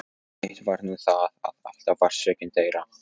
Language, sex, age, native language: Icelandic, male, 14, Polish